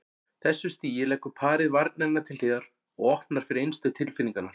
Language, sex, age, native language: Icelandic, male, 40-49, Icelandic